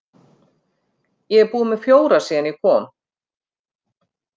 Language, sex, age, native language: Icelandic, female, 50-59, Icelandic